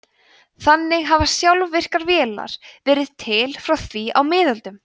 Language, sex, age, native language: Icelandic, female, 20-29, Icelandic